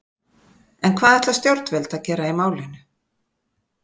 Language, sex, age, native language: Icelandic, female, 50-59, Icelandic